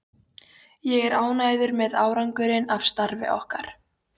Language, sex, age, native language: Icelandic, female, 13, Polish